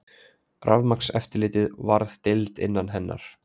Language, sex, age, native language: Icelandic, male, 20-29, Icelandic